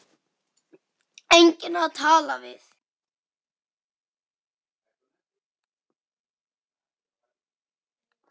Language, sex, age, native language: Icelandic, male, 10, Icelandic